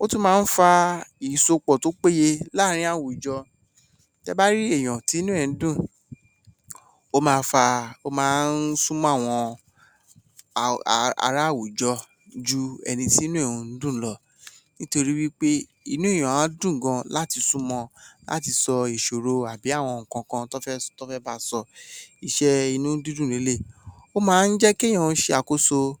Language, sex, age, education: Yoruba, male, 30-45, tertiary